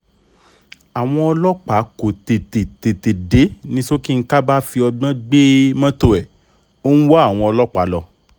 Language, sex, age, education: Yoruba, male, 30-45, tertiary